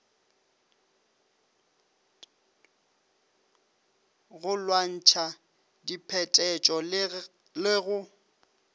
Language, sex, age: Northern Sotho, male, 25